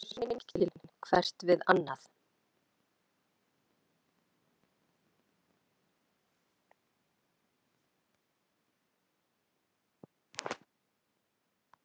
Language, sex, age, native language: Icelandic, female, 50-59, Icelandic